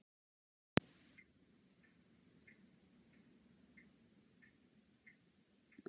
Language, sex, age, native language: Icelandic, female, 60-69, Icelandic